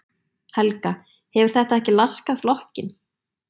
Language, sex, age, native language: Icelandic, female, 20-29, Icelandic